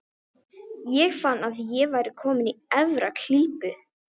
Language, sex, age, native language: Icelandic, female, 12, Icelandic